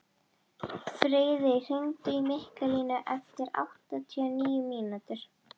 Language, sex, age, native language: Icelandic, female, 12, Icelandic